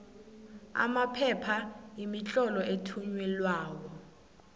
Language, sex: South Ndebele, female